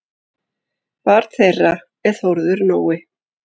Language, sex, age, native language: Icelandic, male, 8, Icelandic